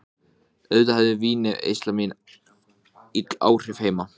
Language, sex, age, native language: Icelandic, male, 14, Icelandic